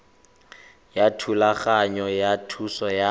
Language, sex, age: Tswana, male, 25